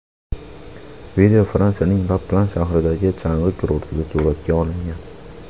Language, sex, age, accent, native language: Uzbek, male, under 19, Farg'ona, Uzbek